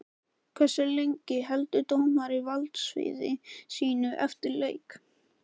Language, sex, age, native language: Icelandic, male, 14, Icelandic